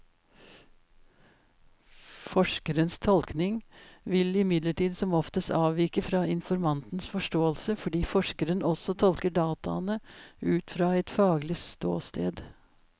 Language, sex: Norwegian, female